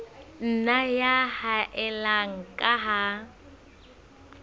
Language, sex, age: Southern Sotho, female, 25